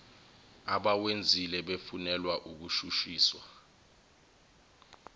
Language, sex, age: Zulu, male, 21